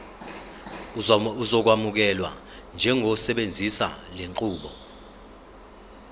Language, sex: Zulu, male